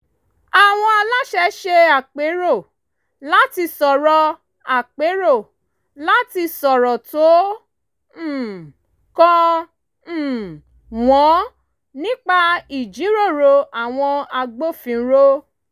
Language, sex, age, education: Yoruba, female, 30-45, tertiary